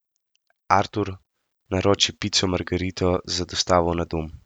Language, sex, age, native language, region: Slovenian, male, 18-29, Slovenian, Central Slovenia